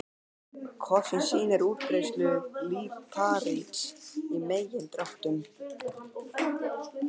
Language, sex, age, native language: Icelandic, male, 12, Icelandic